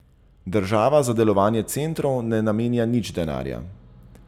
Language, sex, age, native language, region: Slovenian, male, 30-49, Slovenian, Zasavska region